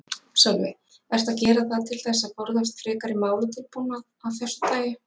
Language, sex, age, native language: Icelandic, female, 40-49, Icelandic